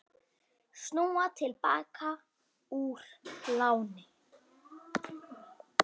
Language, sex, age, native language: Icelandic, female, 9, Icelandic